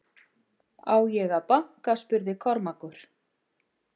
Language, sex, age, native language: Icelandic, female, 50-59, Icelandic